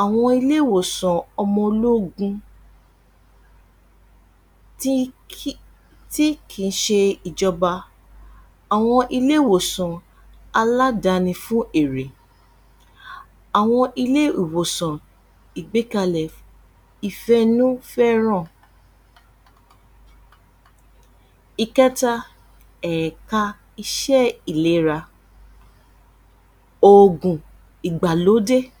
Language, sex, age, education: Yoruba, female, 30-45, tertiary